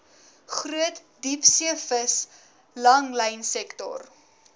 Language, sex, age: Afrikaans, female, 19